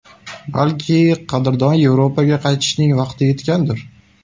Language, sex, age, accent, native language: Uzbek, male, 18-24, Qashqadaryo, Uzbek